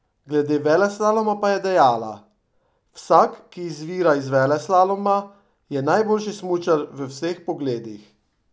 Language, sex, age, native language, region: Slovenian, male, 50-59, Slovenian, Drava region